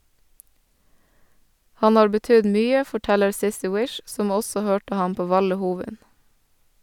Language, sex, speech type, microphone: Norwegian, female, read, Sennheiser